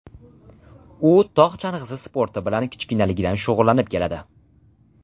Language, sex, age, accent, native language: Uzbek, male, under 19, Farg'ona, Uzbek